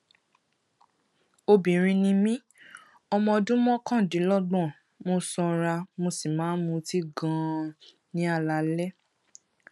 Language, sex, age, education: Yoruba, female, 15-29, tertiary